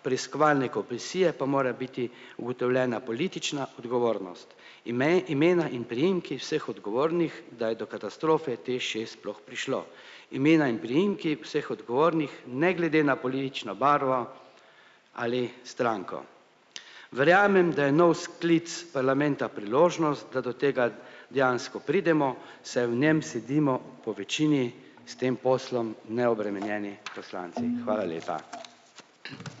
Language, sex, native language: Slovenian, male, Slovenian